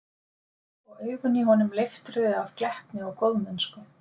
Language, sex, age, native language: Icelandic, female, 50-59, Icelandic